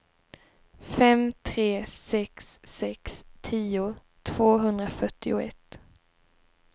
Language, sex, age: Swedish, female, 19